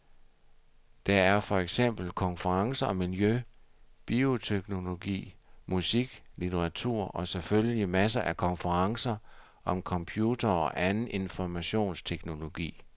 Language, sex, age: Danish, male, 60